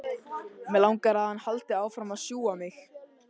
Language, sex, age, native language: Icelandic, male, 13, Icelandic